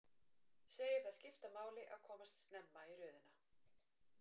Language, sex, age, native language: Icelandic, female, 40-49, Icelandic